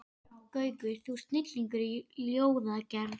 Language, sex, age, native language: Icelandic, female, 12, Icelandic